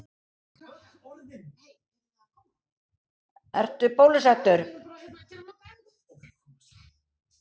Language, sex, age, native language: Icelandic, female, 70-79, Icelandic